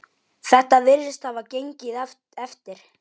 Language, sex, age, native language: Icelandic, male, 9, Icelandic